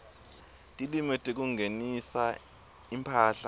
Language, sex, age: Swati, male, 23